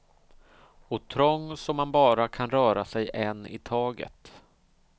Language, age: Swedish, 38